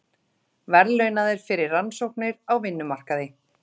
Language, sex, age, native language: Icelandic, female, 30-39, Icelandic